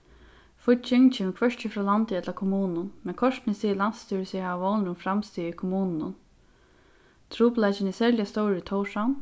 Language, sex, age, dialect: Faroese, female, 15-35, Suðurstreymoy